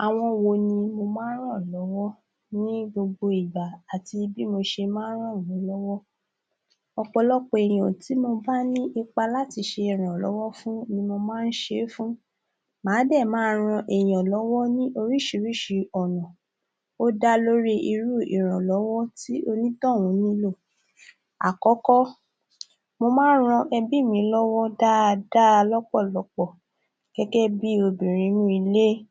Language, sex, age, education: Yoruba, female, 30-45, tertiary